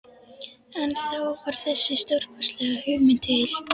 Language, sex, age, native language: Icelandic, female, 11, Icelandic